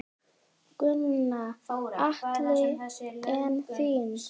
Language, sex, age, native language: Icelandic, male, 10, Icelandic